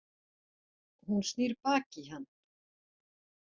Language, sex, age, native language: Icelandic, female, 40-49, Icelandic